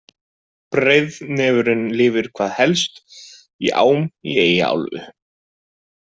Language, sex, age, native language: Icelandic, male, 20-29, Icelandic